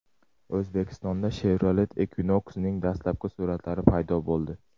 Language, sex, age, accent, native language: Uzbek, male, 18-24, Jizzax, Uzbek